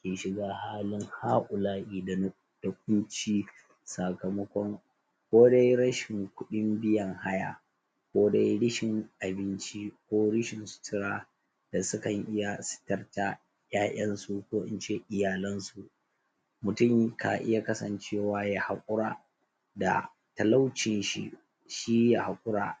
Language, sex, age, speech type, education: Hausa, male, 30-45, spontaneous, tertiary